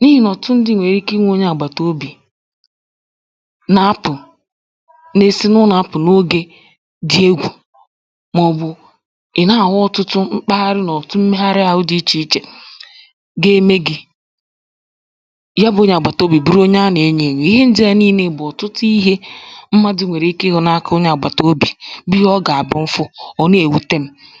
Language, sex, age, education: Igbo, female, 15-29, tertiary